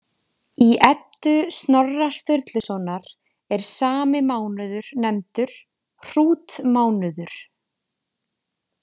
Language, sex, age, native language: Icelandic, female, 20-29, Icelandic